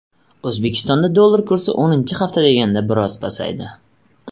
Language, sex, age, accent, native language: Uzbek, male, 18-24, Surxondaryo, Uzbek